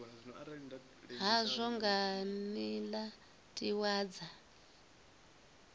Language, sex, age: Venda, female, 24